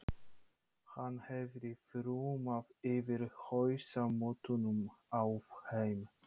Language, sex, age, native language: Icelandic, male, 30-39, Polish